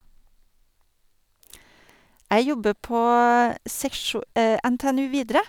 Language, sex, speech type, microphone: Norwegian, female, spontaneous, Sennheiser